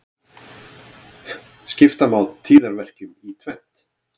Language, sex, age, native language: Icelandic, male, 40-49, Icelandic